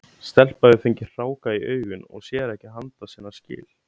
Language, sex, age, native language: Icelandic, male, 17, Icelandic